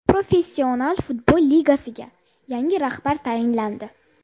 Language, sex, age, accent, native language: Uzbek, female, 30-39, Buxoro, Uzbek